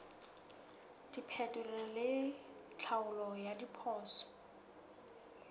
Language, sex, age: Southern Sotho, female, 19